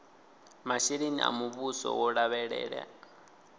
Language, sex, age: Venda, male, 20